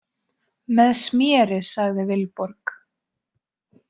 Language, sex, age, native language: Icelandic, female, 20-29, Icelandic